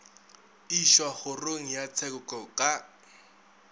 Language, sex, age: Northern Sotho, male, 22